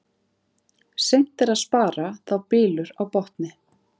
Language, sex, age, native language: Icelandic, female, 30-39, Icelandic